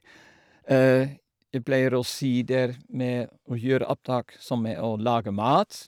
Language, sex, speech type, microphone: Norwegian, male, spontaneous, Shure